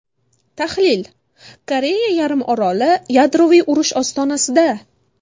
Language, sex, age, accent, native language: Uzbek, female, 18-24, Buxoro, Uzbek